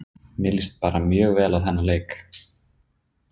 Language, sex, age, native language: Icelandic, male, 30-39, Icelandic